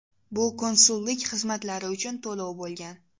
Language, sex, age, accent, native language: Uzbek, female, 12-17, Toshkent shahri, Uzbek